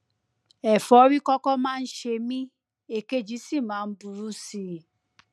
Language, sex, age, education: Yoruba, female, 30-45, tertiary